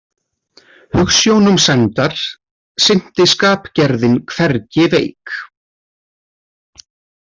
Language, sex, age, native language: Icelandic, male, 30-39, Icelandic